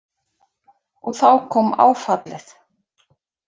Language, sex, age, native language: Icelandic, female, 40-49, Icelandic